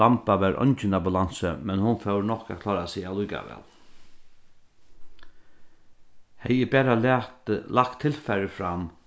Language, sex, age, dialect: Faroese, male, 36-60, Norðurstreymoy/Eysturoy